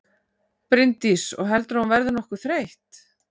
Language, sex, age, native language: Icelandic, female, 40-49, Icelandic